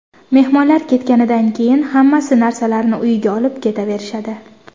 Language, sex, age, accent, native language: Uzbek, female, under 19, Surxondaryo, Uzbek